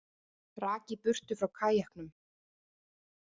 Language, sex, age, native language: Icelandic, female, 30-39, Icelandic